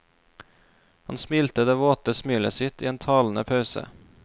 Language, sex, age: Norwegian, male, 26